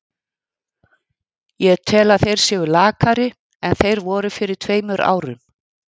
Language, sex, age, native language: Icelandic, female, 50-59, Icelandic